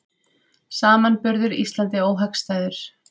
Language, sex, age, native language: Icelandic, female, 30-39, Icelandic